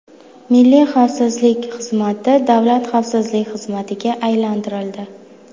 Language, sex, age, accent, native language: Uzbek, female, 19-29, Buxoro, Uzbek